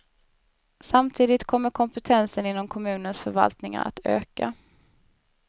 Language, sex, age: Swedish, female, 19